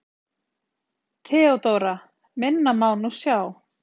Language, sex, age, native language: Icelandic, female, 30-39, Icelandic